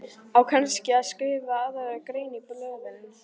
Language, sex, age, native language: Icelandic, female, 11, Icelandic